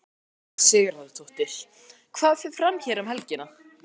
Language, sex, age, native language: Icelandic, male, 13, Icelandic